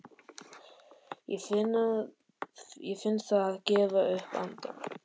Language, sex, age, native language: Icelandic, male, 13, Icelandic